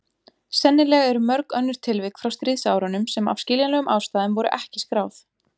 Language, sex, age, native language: Icelandic, female, 20-29, Icelandic